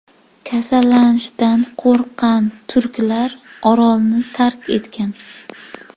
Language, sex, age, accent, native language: Uzbek, female, 18-24, Jizzax, Uzbek